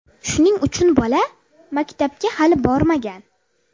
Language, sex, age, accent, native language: Uzbek, female, 30-39, Buxoro, Uzbek